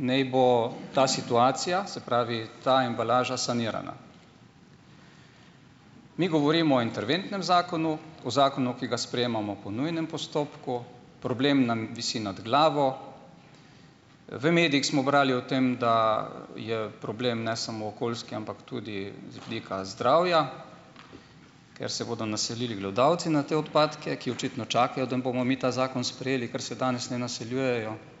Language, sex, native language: Slovenian, male, Slovenian